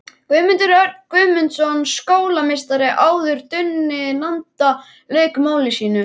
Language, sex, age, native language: Icelandic, male, 11, Icelandic